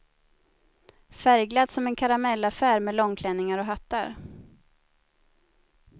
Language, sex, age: Swedish, female, 30